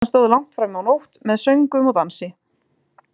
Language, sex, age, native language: Icelandic, female, 20-29, Icelandic